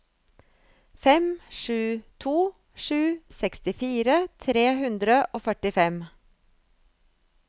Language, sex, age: Norwegian, female, 35